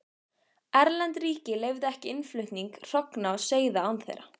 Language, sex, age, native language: Icelandic, female, 15, Icelandic